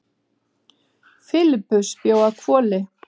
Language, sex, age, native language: Icelandic, female, 50-59, Icelandic